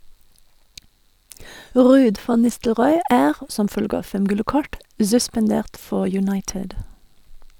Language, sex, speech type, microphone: Norwegian, female, read, Sennheiser